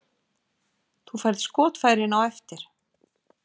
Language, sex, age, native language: Icelandic, female, 50-59, Icelandic